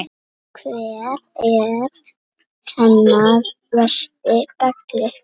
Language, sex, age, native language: Icelandic, other, 6, Icelandic